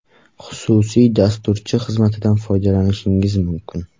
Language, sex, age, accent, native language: Uzbek, male, 18-24, Surxondaryo, Uzbek